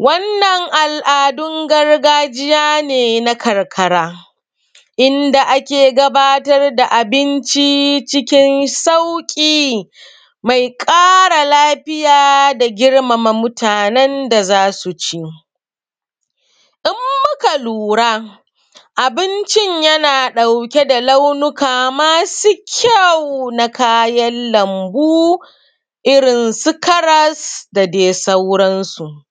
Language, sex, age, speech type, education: Hausa, female, 30-45, spontaneous, secondary